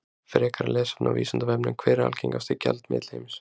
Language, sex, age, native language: Icelandic, male, 20-29, Icelandic